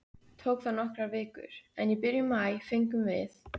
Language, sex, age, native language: Icelandic, female, 15, Icelandic